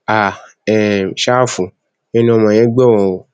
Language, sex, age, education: Yoruba, male, 15-29, tertiary